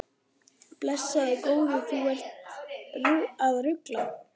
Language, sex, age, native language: Icelandic, male, 11, Icelandic